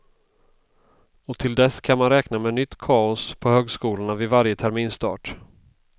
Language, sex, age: Swedish, male, 32